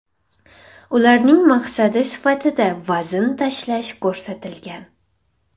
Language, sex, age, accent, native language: Uzbek, female, 18-24, Farg'ona, Uzbek